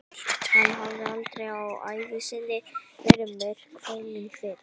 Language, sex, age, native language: Icelandic, male, 11, Icelandic